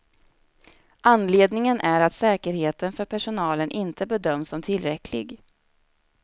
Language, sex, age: Swedish, female, 29